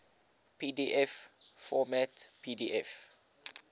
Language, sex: English, male